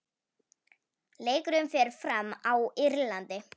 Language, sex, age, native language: Icelandic, female, 18-19, Icelandic